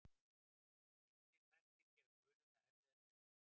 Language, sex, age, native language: Icelandic, male, 60-69, Icelandic